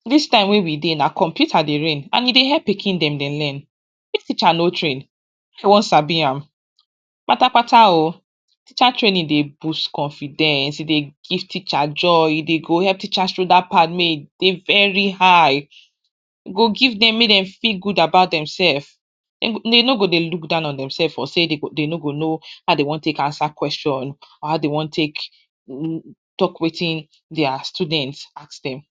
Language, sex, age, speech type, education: Nigerian Pidgin, female, 46-60, spontaneous, tertiary